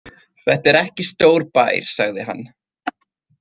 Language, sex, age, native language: Icelandic, male, 30-39, Icelandic